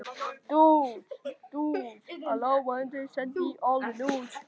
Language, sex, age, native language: Icelandic, male, 10, Icelandic